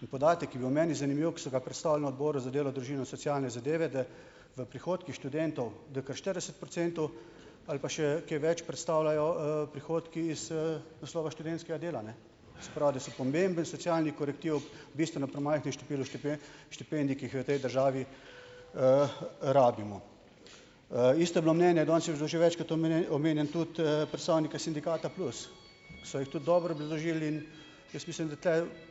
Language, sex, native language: Slovenian, male, Slovenian